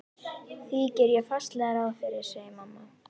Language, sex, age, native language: Icelandic, female, 11, Icelandic